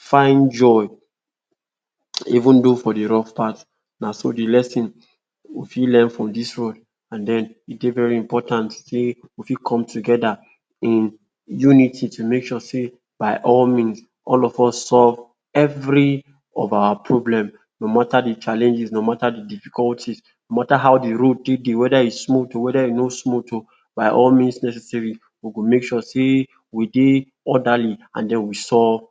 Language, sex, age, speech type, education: Nigerian Pidgin, male, 46-60, spontaneous, tertiary